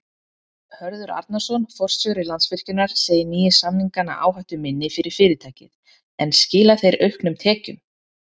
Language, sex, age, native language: Icelandic, female, 30-39, Icelandic